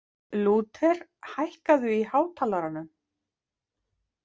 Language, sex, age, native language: Icelandic, female, 50-59, Icelandic